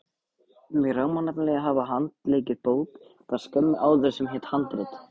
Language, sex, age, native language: Icelandic, male, 18-19, Icelandic